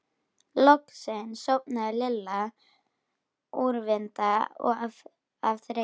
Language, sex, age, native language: Icelandic, female, 12, Icelandic